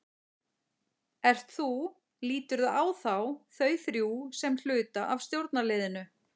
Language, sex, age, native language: Icelandic, female, 40-49, Icelandic